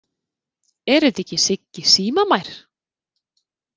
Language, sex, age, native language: Icelandic, female, 30-39, Icelandic